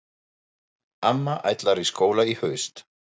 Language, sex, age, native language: Icelandic, male, 40-49, German